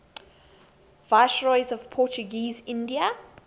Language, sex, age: English, female, 22